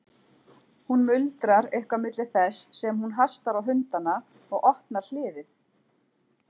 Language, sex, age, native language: Icelandic, female, 40-49, Icelandic